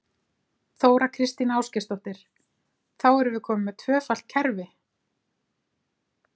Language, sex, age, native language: Icelandic, female, 30-39, Icelandic